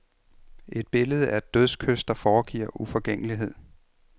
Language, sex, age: Danish, male, 33